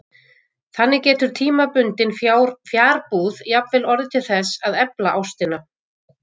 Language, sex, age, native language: Icelandic, female, 50-59, Icelandic